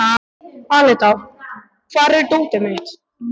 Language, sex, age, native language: Icelandic, male, 12, Icelandic